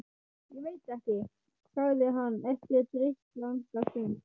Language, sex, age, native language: Icelandic, male, 12, Icelandic